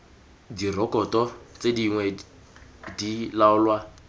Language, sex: Tswana, male